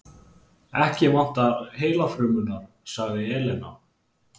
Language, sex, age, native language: Icelandic, male, 20-29, Icelandic